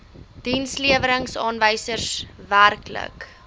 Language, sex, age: Afrikaans, female, 20